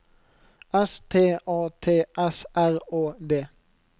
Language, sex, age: Norwegian, male, 29